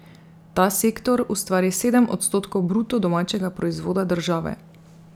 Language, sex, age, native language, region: Slovenian, female, 30-49, Slovenian, Drava region